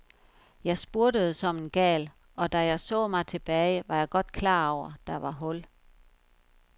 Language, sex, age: Danish, female, 51